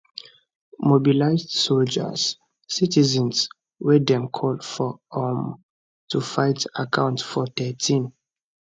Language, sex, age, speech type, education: Nigerian Pidgin, male, 15-29, spontaneous, tertiary